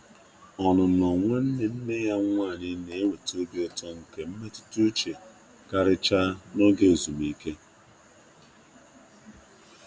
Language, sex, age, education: Igbo, female, 15-29, tertiary